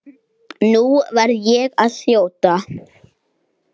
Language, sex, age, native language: Icelandic, male, 8, Icelandic